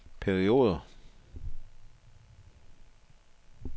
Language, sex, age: Danish, male, 62